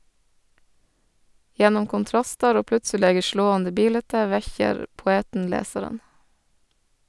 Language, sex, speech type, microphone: Norwegian, female, read, Sennheiser